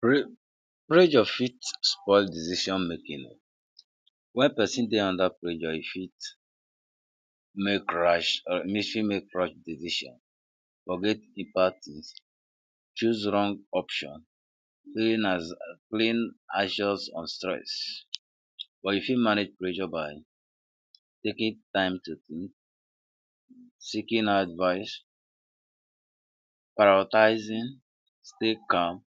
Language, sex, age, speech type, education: Nigerian Pidgin, male, 46-60, spontaneous, secondary